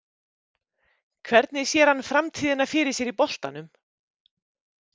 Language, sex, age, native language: Icelandic, female, 50-59, Icelandic